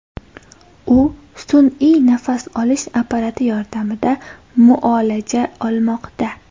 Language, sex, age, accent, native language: Uzbek, female, 18-24, Toshkent shahri, Uzbek